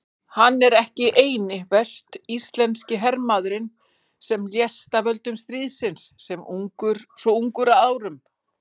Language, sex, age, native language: Icelandic, female, 40-49, Icelandic